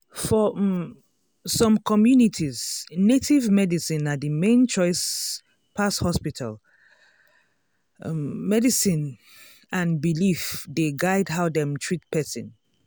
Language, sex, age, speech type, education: Nigerian Pidgin, female, 30-45, spontaneous, tertiary